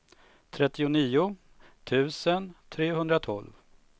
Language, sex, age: Swedish, male, 45